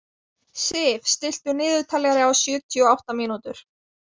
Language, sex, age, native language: Icelandic, female, 20-29, Icelandic